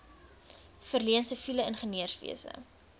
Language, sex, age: Afrikaans, female, 22